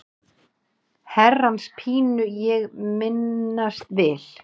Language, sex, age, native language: Icelandic, female, 8, Icelandic